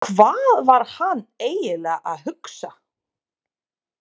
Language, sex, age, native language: Icelandic, female, 30-39, Serbo-Croatian